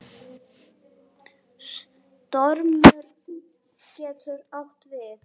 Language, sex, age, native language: Icelandic, female, 8, Icelandic